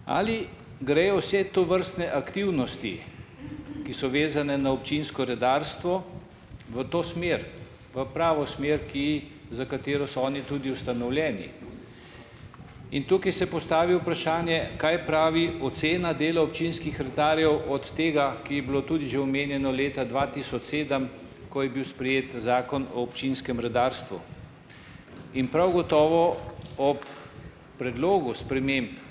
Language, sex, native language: Slovenian, male, Slovenian